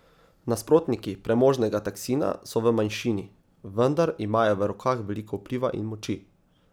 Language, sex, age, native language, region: Slovenian, male, 18-29, Slovenian, Savinja region